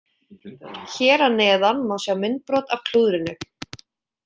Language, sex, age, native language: Icelandic, female, 20-29, Icelandic